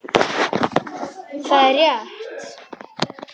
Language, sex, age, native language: Icelandic, male, 10, Icelandic